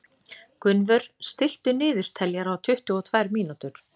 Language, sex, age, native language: Icelandic, female, 30-39, Icelandic